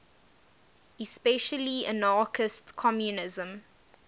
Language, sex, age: English, female, 19